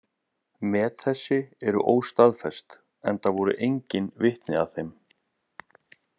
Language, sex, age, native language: Icelandic, male, 30-39, Icelandic